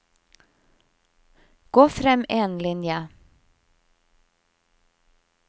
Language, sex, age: Norwegian, female, 50